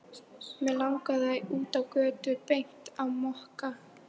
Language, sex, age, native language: Icelandic, female, 13, Icelandic